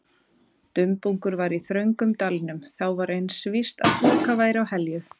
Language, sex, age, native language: Icelandic, female, 30-39, Icelandic